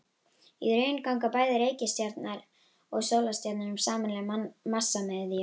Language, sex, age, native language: Icelandic, female, 18-19, Icelandic